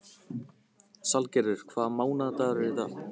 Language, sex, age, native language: Icelandic, male, 15, Icelandic